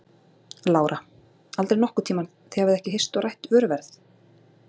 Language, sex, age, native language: Icelandic, female, 40-49, Icelandic